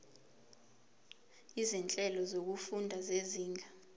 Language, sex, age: Zulu, female, 22